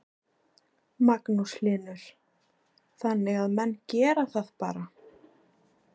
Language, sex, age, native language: Icelandic, female, 20-29, Icelandic